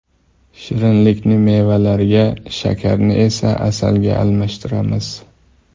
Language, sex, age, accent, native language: Uzbek, male, 25-34, Toshkent shahri, Uzbek